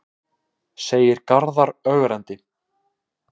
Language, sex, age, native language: Icelandic, male, 18-19, Icelandic